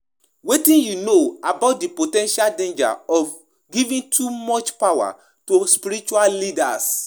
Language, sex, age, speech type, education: Nigerian Pidgin, male, 15-29, spontaneous, tertiary